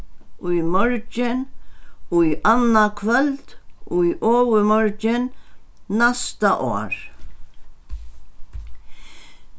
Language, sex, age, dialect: Faroese, female, 61+, Sandoy